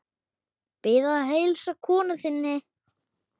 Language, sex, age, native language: Icelandic, male, 8, Icelandic